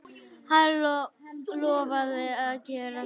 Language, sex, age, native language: Icelandic, female, 9, Icelandic